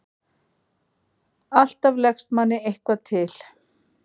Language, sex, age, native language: Icelandic, female, 40-49, Icelandic